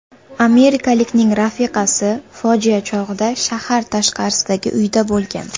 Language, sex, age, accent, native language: Uzbek, female, 18-24, Jizzax, Uzbek